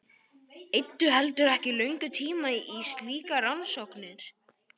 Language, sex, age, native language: Icelandic, male, 12, Icelandic